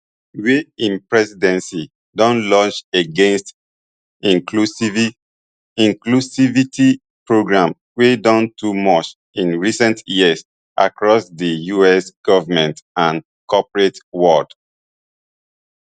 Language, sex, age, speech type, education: Nigerian Pidgin, male, 30-45, spontaneous, tertiary